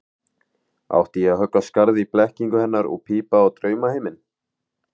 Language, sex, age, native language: Icelandic, male, 18-19, Icelandic